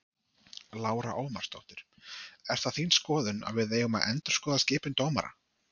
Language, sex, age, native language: Icelandic, male, 30-39, Icelandic